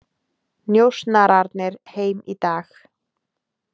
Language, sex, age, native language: Icelandic, female, 20-29, Icelandic